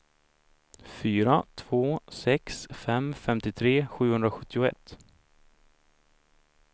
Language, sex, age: Swedish, male, 26